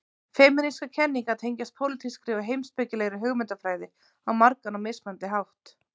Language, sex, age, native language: Icelandic, female, 30-39, Icelandic